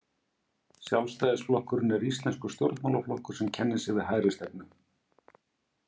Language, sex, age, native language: Icelandic, male, 50-59, Icelandic